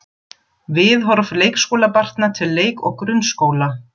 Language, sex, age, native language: Icelandic, female, 40-49, German